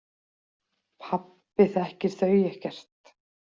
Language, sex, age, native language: Icelandic, female, 40-49, Icelandic